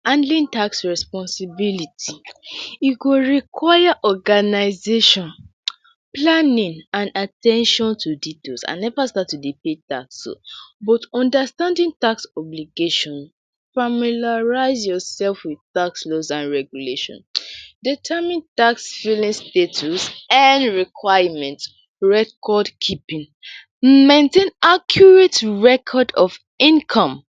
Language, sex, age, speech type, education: Nigerian Pidgin, female, 46-60, spontaneous, secondary